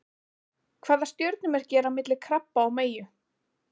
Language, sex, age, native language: Icelandic, female, 20-29, Icelandic